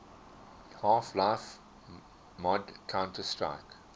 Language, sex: English, male